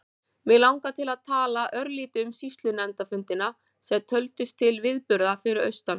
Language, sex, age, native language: Icelandic, female, 40-49, Icelandic